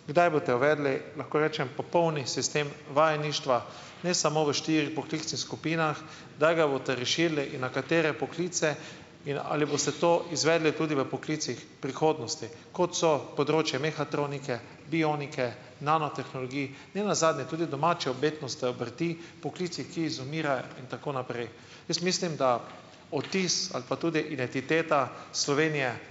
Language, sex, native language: Slovenian, male, Slovenian